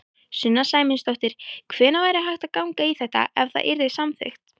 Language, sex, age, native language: Icelandic, female, 18-19, Icelandic